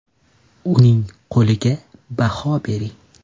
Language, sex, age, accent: Uzbek, male, 18-24, Toshkent shahri